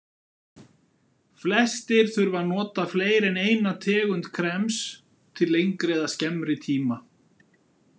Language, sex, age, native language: Icelandic, male, 50-59, Icelandic